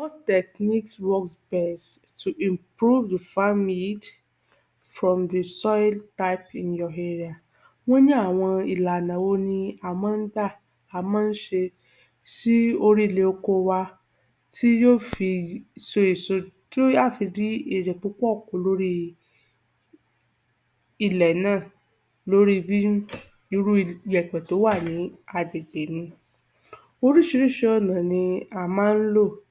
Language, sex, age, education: Yoruba, female, 15-29, tertiary